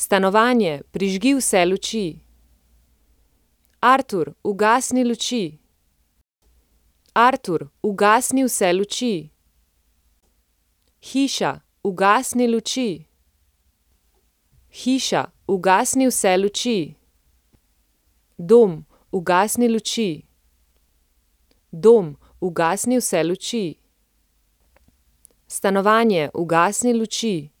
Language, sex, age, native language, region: Slovenian, female, 30-49, Slovenian, Central Slovenia